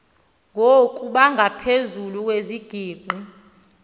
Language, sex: Xhosa, female